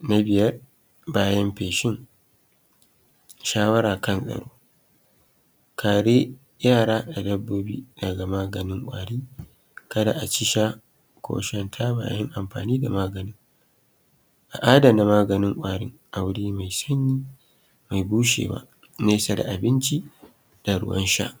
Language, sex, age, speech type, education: Hausa, male, 30-45, spontaneous, tertiary